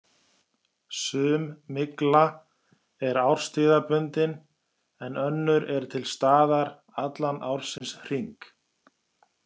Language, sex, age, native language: Icelandic, male, 40-49, Icelandic